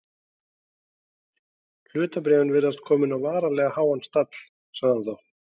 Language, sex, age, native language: Icelandic, male, 40-49, Icelandic